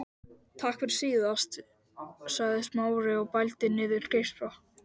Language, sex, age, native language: Icelandic, male, 12, Icelandic